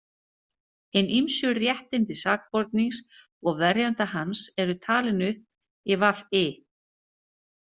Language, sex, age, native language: Icelandic, female, 50-59, Icelandic